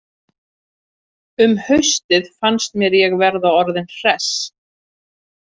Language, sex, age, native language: Icelandic, female, 30-39, Icelandic